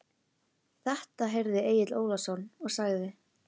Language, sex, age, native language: Icelandic, female, 11, Icelandic